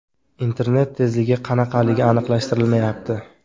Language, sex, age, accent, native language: Uzbek, male, 18-24, Surxondaryo, Uzbek